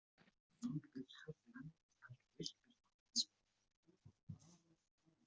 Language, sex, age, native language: Icelandic, male, 20-29, Icelandic